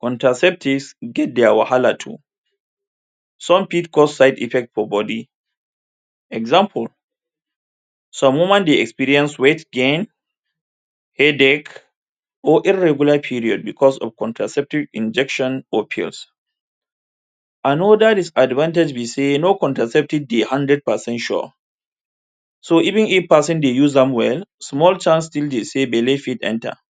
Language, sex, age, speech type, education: Nigerian Pidgin, male, 30-45, spontaneous, tertiary